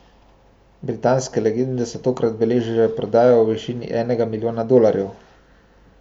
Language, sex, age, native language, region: Slovenian, male, 18-29, Slovenian, Central Slovenia